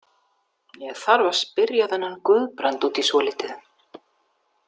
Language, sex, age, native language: Icelandic, female, 60-69, Icelandic